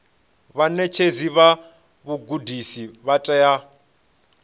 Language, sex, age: Venda, male, 26